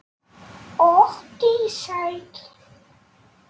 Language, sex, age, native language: Icelandic, male, 9, Polish